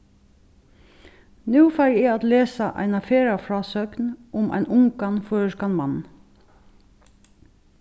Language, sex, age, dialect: Faroese, female, 36-60, Suðurstreymoy